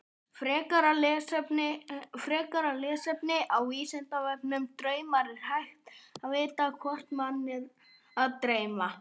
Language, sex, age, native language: Icelandic, female, 30-39, Icelandic